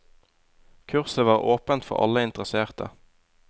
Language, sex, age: Norwegian, male, 20